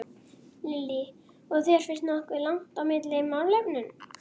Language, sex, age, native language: Icelandic, female, 11, Icelandic